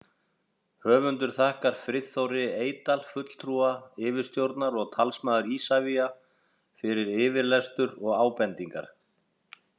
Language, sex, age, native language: Icelandic, male, 40-49, Icelandic